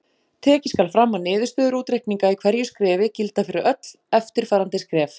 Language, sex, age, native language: Icelandic, female, 40-49, Icelandic